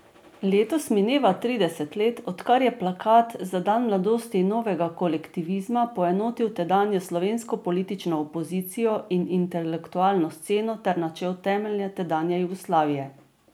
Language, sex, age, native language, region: Slovenian, female, 50-59, Slovenian, Drava region